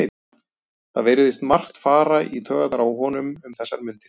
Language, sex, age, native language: Icelandic, male, 30-39, Icelandic